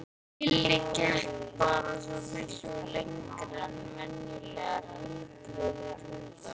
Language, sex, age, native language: Icelandic, male, 12, Icelandic